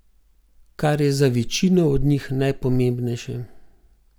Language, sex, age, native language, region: Slovenian, male, 50-59, Slovenian, Gorenjska region